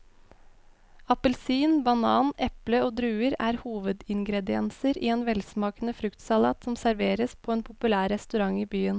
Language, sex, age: Norwegian, female, 21